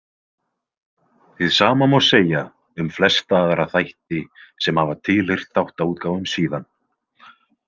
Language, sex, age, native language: Icelandic, male, 20-29, Icelandic